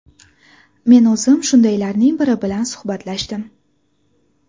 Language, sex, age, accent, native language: Uzbek, female, 18-24, Farg'ona, Uzbek